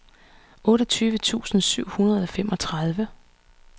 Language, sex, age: Danish, female, 39